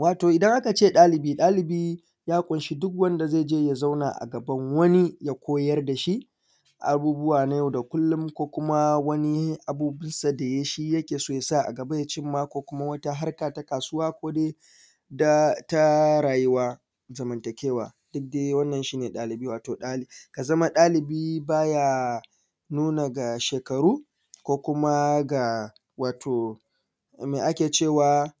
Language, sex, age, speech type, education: Hausa, male, 15-29, spontaneous, secondary